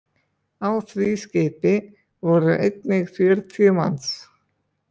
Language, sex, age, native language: Icelandic, male, 20-29, Icelandic